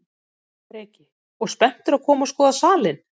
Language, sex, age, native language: Icelandic, female, 30-39, Icelandic